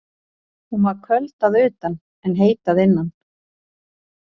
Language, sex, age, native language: Icelandic, female, 40-49, Icelandic